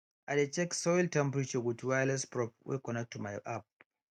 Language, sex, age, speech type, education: Nigerian Pidgin, male, 15-29, spontaneous, tertiary